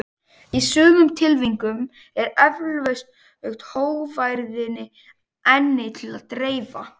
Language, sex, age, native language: Icelandic, male, 18-19, Icelandic